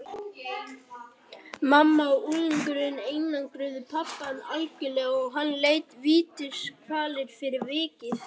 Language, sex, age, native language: Icelandic, male, 18-19, Icelandic